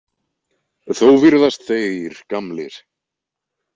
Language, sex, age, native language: Icelandic, male, 20-29, Icelandic